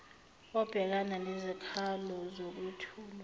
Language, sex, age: Zulu, female, 24